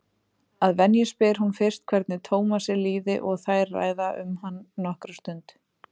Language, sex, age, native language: Icelandic, female, 30-39, Icelandic